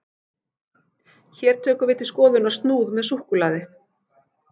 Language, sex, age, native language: Icelandic, female, 40-49, Icelandic